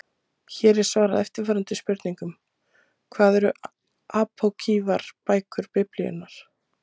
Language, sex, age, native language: Icelandic, female, 30-39, Icelandic